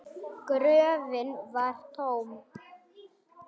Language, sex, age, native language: Icelandic, male, 9, Icelandic